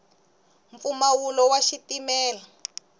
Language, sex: Tsonga, female